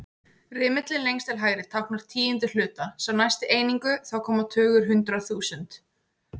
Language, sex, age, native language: Icelandic, female, 18-19, Icelandic